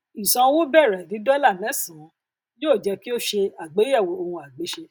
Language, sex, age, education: Yoruba, female, 30-45, tertiary